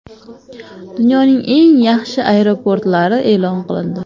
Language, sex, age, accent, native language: Uzbek, female, 18-24, Samarqand, Uzbek